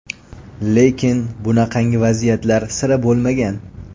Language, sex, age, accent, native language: Uzbek, male, 25-34, Toshkent viloyati, Uzbek